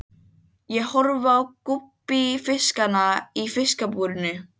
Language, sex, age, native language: Icelandic, other, 12, Icelandic